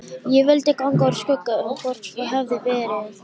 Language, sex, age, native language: Icelandic, female, 13, Icelandic